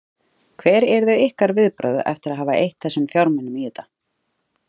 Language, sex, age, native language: Icelandic, female, 30-39, Icelandic